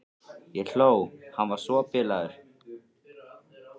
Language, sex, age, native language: Icelandic, male, 13, Icelandic